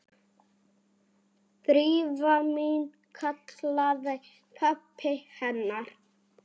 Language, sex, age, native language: Icelandic, male, 8, Icelandic